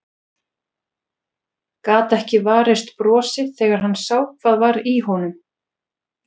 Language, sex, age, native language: Icelandic, female, 40-49, Icelandic